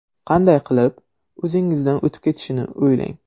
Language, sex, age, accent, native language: Uzbek, male, 12-17, Surxondaryo, Uzbek